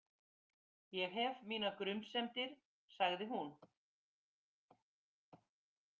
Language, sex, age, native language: Icelandic, female, 50-59, Icelandic